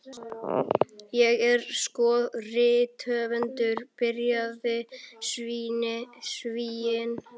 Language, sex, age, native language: Icelandic, male, 11, Icelandic